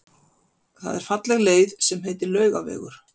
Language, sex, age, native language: Icelandic, female, 50-59, Icelandic